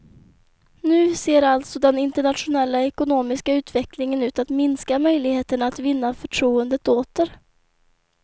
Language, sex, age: Swedish, female, 24